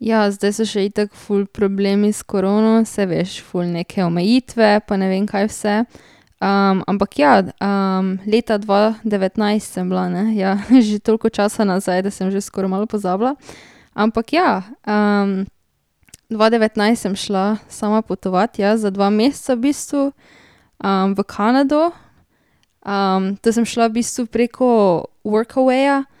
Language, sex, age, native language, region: Slovenian, female, 18-29, Slovenian, Drava region